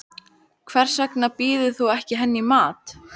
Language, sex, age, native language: Icelandic, female, 15, Icelandic